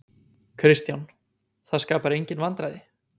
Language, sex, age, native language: Icelandic, male, 20-29, Icelandic